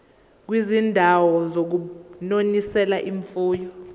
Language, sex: Zulu, female